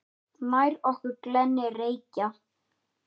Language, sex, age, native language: Icelandic, male, 10, Icelandic